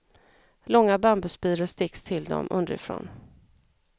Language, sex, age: Swedish, female, 34